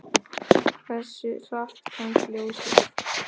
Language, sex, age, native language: Icelandic, male, 10, Icelandic